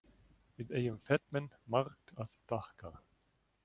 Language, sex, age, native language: Icelandic, male, 40-49, German